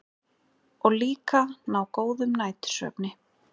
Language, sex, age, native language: Icelandic, female, 20-29, Icelandic